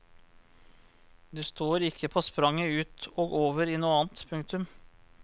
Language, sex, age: Norwegian, male, 34